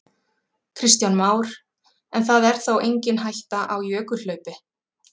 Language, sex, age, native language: Icelandic, female, 40-49, Icelandic